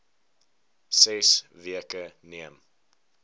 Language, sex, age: Afrikaans, male, 19